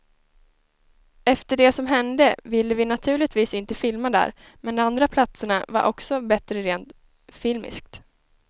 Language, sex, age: Swedish, female, 19